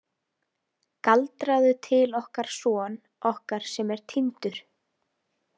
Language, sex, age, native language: Icelandic, female, 20-29, Icelandic